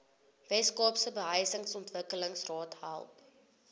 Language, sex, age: Afrikaans, female, 22